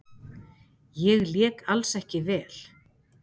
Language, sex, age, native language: Icelandic, female, 50-59, Icelandic